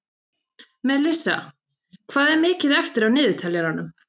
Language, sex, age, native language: Icelandic, female, 30-39, Icelandic